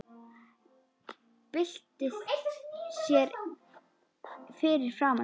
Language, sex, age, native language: Icelandic, female, 10, Icelandic